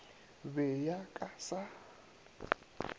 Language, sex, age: Northern Sotho, male, 27